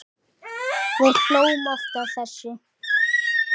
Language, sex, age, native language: Icelandic, male, 8, Icelandic